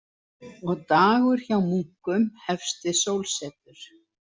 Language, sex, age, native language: Icelandic, female, 70-79, Icelandic